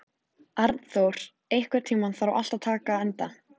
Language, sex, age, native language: Icelandic, female, 14, Icelandic